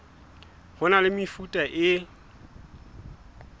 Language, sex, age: Southern Sotho, male, 20